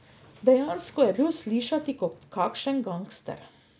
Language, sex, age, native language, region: Slovenian, female, 50-59, Slovenian, Drava region